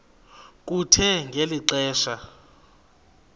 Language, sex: Xhosa, male